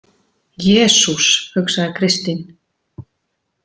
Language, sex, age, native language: Icelandic, female, 40-49, Icelandic